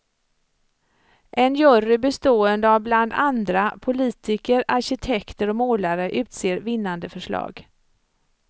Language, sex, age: Swedish, female, 54